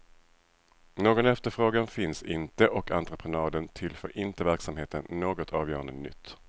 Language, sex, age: Swedish, male, 37